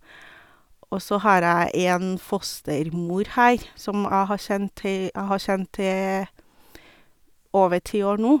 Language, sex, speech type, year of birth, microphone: Norwegian, female, spontaneous, 1982, Sennheiser